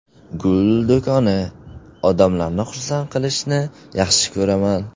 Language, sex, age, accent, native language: Uzbek, male, 18-24, Surxondaryo, Uzbek